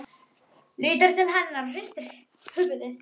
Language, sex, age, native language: Icelandic, female, 11, Icelandic